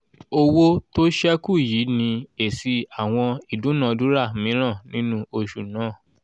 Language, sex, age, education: Yoruba, male, 15-29, tertiary